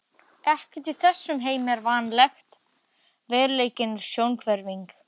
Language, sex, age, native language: Icelandic, male, 12, Icelandic